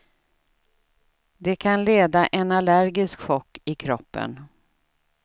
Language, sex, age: Swedish, female, 67